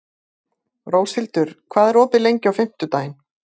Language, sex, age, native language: Icelandic, female, 50-59, Icelandic